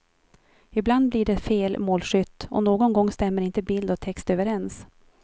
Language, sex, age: Swedish, female, 43